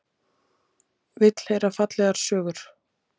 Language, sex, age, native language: Icelandic, female, 30-39, Icelandic